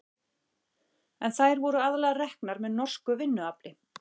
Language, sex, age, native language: Icelandic, female, 40-49, Icelandic